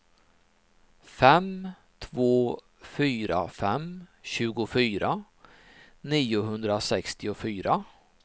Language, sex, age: Swedish, male, 39